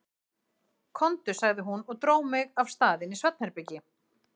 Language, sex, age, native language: Icelandic, female, 40-49, Icelandic